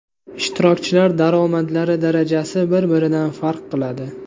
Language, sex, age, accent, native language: Uzbek, male, 18-24, Andijon, Uzbek